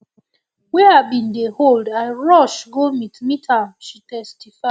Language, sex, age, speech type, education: Nigerian Pidgin, female, 30-45, spontaneous, tertiary